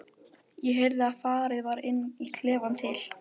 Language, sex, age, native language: Icelandic, female, 12, Icelandic